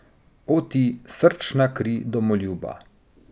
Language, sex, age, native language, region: Slovenian, male, 30-49, Slovenian, Drava region